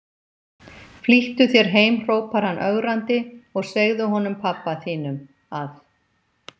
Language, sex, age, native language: Icelandic, female, 50-59, Icelandic